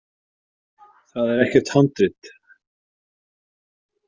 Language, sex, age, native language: Icelandic, male, 40-49, Icelandic